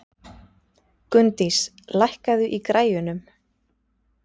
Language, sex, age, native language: Icelandic, female, 30-39, Icelandic